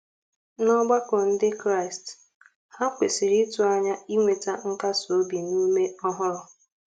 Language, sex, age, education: Igbo, female, 15-29, tertiary